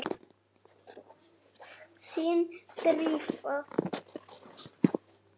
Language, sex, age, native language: Icelandic, male, 6, Icelandic